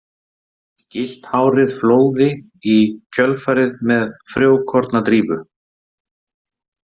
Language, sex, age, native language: Icelandic, male, 30-39, Icelandic